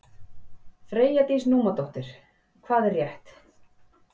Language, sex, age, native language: Icelandic, female, 40-49, Icelandic